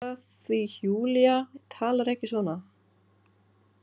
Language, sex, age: Icelandic, female, 40-49